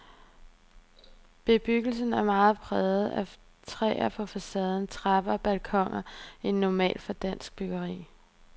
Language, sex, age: Danish, female, 23